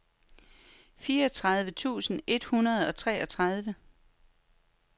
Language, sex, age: Danish, female, 43